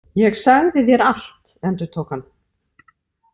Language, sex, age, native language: Icelandic, female, 40-49, Icelandic